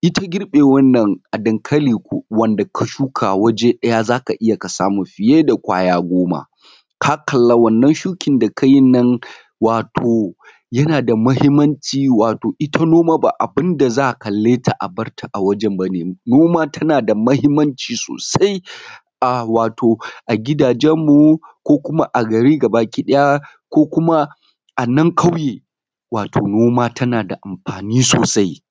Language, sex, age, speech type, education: Hausa, male, 30-45, spontaneous, tertiary